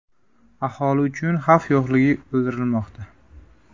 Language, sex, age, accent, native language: Uzbek, male, 18-24, Andijon, Uzbek